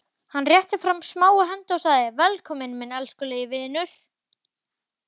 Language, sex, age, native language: Icelandic, male, 12, Icelandic